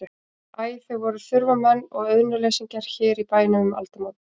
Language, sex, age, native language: Icelandic, female, 18-19, Icelandic